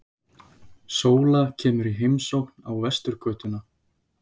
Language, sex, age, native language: Icelandic, male, 20-29, Icelandic